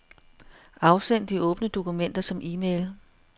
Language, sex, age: Danish, female, 42